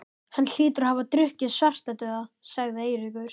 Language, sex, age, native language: Icelandic, male, 11, Icelandic